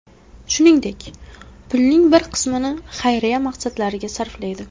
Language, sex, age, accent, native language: Uzbek, female, 18-24, Samarqand, Uzbek